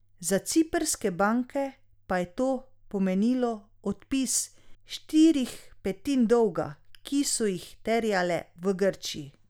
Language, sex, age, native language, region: Slovenian, female, 30-49, Slovenian, Drava region